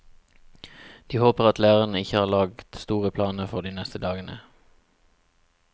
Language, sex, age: Norwegian, male, 36